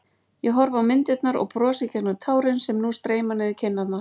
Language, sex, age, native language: Icelandic, female, 40-49, Icelandic